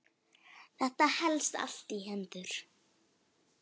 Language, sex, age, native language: Icelandic, female, 9, Icelandic